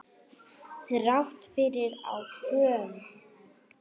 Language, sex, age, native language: Icelandic, female, 9, Icelandic